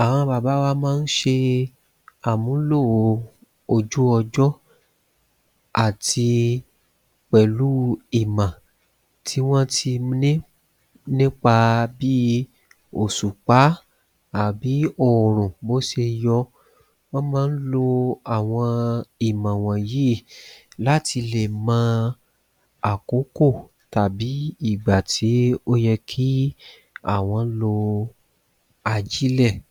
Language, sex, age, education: Yoruba, male, 30-45, tertiary